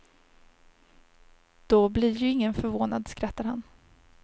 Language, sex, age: Swedish, female, 30